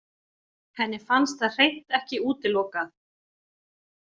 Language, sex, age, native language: Icelandic, female, 40-49, Icelandic